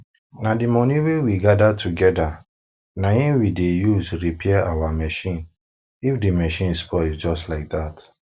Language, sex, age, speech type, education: Nigerian Pidgin, male, 15-29, spontaneous, tertiary